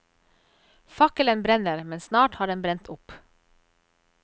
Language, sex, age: Norwegian, female, 34